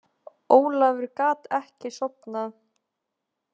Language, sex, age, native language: Icelandic, female, 20-29, Icelandic